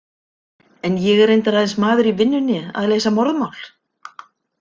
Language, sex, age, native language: Icelandic, female, 50-59, Icelandic